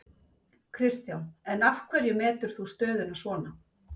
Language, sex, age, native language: Icelandic, female, 50-59, Icelandic